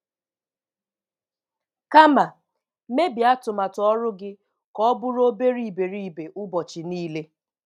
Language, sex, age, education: Igbo, female, 15-29, tertiary